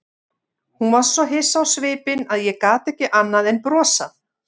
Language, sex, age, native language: Icelandic, female, 50-59, Icelandic